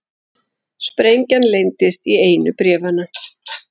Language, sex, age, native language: Icelandic, female, 40-49, Icelandic